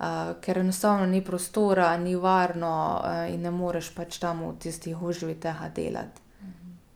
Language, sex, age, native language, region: Slovenian, female, 30-49, Slovenian, Gorica region